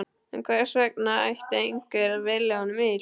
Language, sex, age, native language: Icelandic, male, 12, Icelandic